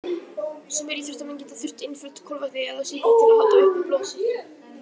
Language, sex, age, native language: Icelandic, male, 18-19, Icelandic